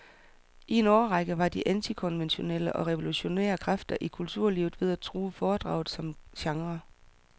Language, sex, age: Danish, female, 44